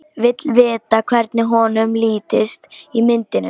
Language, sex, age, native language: Icelandic, female, 18-19, Polish